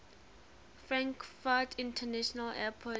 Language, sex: English, female